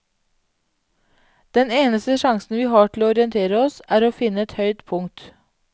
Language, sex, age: Norwegian, female, 31